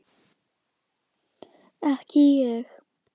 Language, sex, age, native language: Icelandic, female, 10, Icelandic